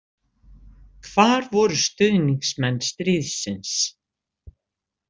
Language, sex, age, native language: Icelandic, female, 60-69, Icelandic